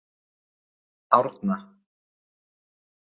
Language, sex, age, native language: Icelandic, male, 30-39, Icelandic